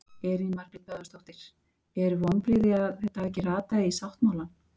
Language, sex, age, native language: Icelandic, female, 50-59, Icelandic